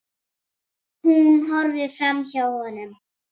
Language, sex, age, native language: Icelandic, female, 8, Icelandic